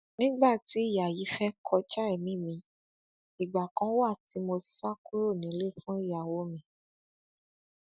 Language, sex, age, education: Yoruba, female, 15-29, tertiary